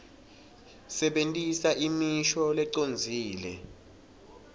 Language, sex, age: Swati, male, 21